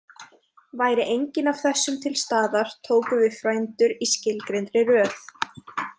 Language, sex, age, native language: Icelandic, female, 20-29, Icelandic